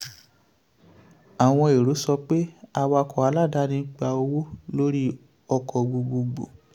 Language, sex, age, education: Yoruba, male, 15-29, tertiary